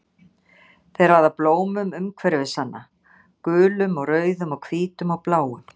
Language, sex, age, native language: Icelandic, female, 60-69, Icelandic